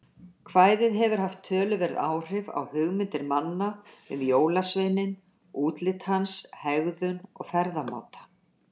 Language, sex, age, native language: Icelandic, female, 60-69, Icelandic